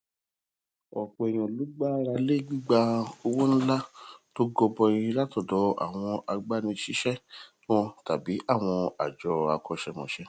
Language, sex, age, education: Yoruba, male, 30-45, tertiary